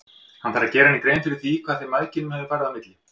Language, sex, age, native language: Icelandic, male, 50-59, Icelandic